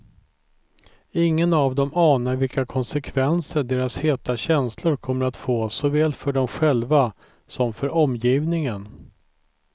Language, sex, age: Swedish, male, 43